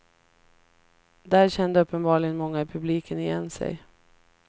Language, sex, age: Swedish, female, 33